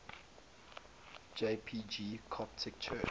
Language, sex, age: English, male, 22